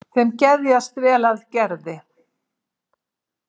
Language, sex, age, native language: Icelandic, female, 70-79, Icelandic